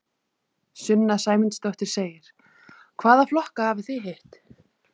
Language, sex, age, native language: Icelandic, female, 30-39, Icelandic